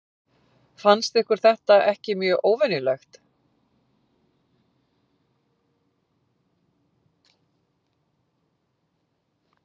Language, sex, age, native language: Icelandic, female, 50-59, Icelandic